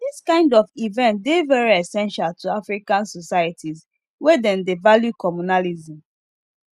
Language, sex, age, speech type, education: Nigerian Pidgin, female, 15-29, spontaneous, tertiary